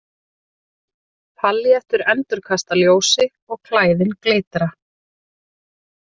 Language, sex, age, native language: Icelandic, female, 30-39, Icelandic